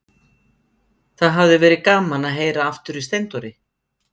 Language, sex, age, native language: Icelandic, female, 50-59, Icelandic